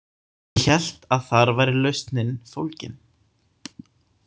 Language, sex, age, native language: Icelandic, male, 18-19, Icelandic